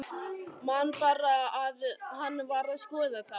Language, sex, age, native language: Icelandic, male, 11, Icelandic